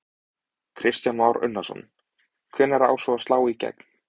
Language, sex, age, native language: Icelandic, male, 20-29, Icelandic